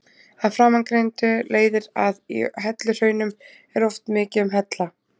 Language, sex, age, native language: Icelandic, female, 20-29, Icelandic